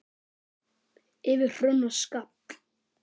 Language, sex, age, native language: Icelandic, female, 9, Icelandic